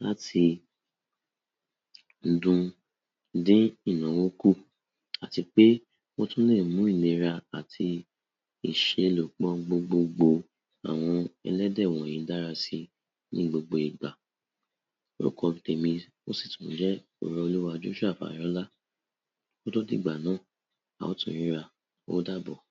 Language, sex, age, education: Yoruba, male, 60+, tertiary